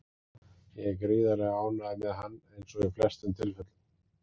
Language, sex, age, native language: Icelandic, male, 40-49, Icelandic